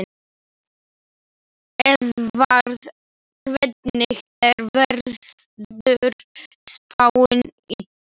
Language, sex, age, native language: Icelandic, male, 11, Slovak